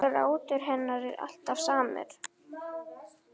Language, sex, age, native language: Icelandic, female, 8, Icelandic